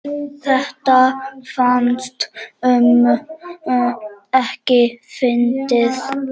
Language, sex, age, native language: Icelandic, male, 8, Czech